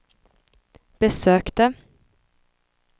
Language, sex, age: Swedish, female, 21